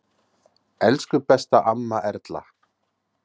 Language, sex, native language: Icelandic, male, Icelandic